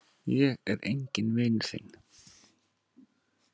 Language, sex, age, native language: Icelandic, male, 40-49, Icelandic